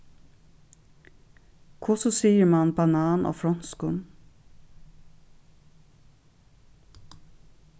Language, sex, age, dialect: Faroese, female, 36-60, Suðurstreymoy